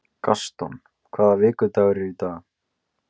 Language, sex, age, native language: Icelandic, male, 20-29, Icelandic